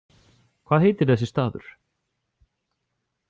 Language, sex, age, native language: Icelandic, male, 40-49, Icelandic